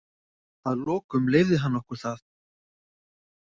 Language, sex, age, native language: Icelandic, male, 50-59, Icelandic